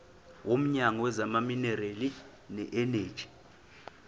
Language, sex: Zulu, male